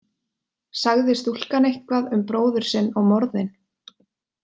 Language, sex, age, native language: Icelandic, female, 20-29, Icelandic